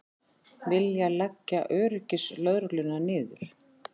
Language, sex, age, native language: Icelandic, female, 40-49, Icelandic